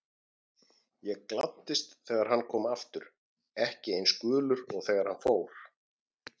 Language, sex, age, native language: Icelandic, male, 40-49, Icelandic